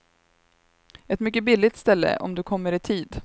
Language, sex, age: Swedish, female, 23